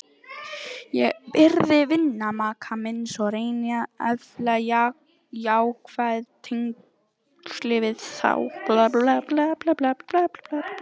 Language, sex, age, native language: Icelandic, female, 18-19, Icelandic